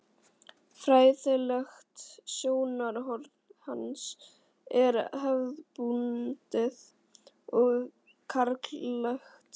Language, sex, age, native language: Icelandic, female, 11, Icelandic